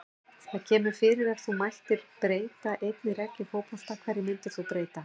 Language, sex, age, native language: Icelandic, female, 60-69, Icelandic